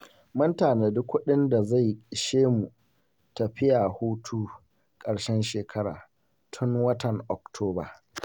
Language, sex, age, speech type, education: Hausa, male, 15-29, spontaneous, secondary